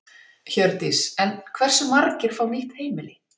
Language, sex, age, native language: Icelandic, female, 50-59, Icelandic